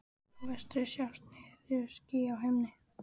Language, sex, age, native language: Icelandic, female, 14, Icelandic